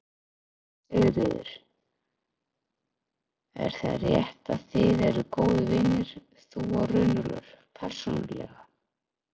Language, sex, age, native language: Icelandic, female, 40-49, Icelandic